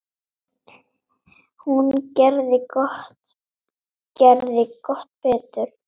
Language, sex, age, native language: Icelandic, female, 7, Icelandic